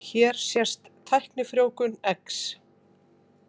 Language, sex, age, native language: Icelandic, female, 50-59, Icelandic